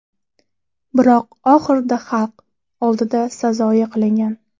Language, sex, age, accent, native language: Uzbek, female, 18-24, Toshkent shahri, Uzbek